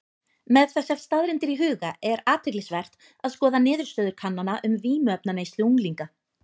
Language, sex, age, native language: Icelandic, female, 30-39, Icelandic